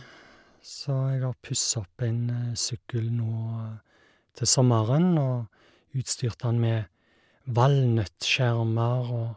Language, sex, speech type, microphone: Norwegian, male, spontaneous, Shure